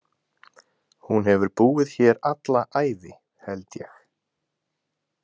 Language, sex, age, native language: Icelandic, male, 20-29, Icelandic